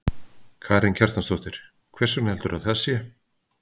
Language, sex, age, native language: Icelandic, male, 50-59, Icelandic